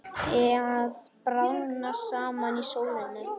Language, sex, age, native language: Icelandic, male, 10, Icelandic